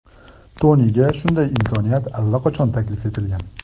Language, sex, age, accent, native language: Uzbek, male, 25-34, Sirdaryo, Uzbek